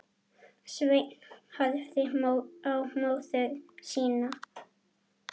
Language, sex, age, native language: Icelandic, female, 9, Icelandic